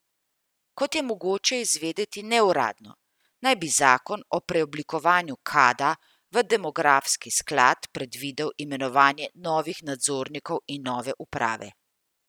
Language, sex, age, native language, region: Slovenian, female, 50-59, Slovenian, Central Slovenia